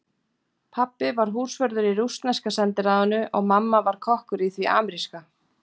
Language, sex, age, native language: Icelandic, female, 40-49, Icelandic